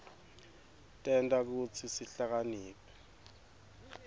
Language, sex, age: Swati, male, 22